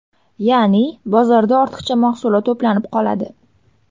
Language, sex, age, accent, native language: Uzbek, female, 18-24, Surxondaryo, Uzbek